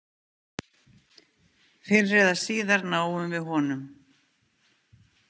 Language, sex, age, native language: Icelandic, female, 50-59, Icelandic